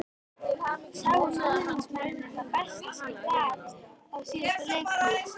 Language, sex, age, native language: Icelandic, female, 13, Icelandic